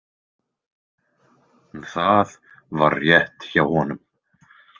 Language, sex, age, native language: Icelandic, male, 20-29, Icelandic